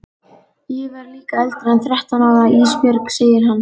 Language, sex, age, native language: Icelandic, female, 11, Icelandic